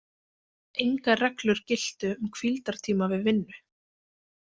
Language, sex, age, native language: Icelandic, female, 20-29, Icelandic